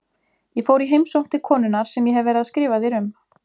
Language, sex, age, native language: Icelandic, female, 20-29, Icelandic